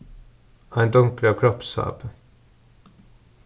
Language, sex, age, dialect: Faroese, male, 36-60, Suðurstreymoy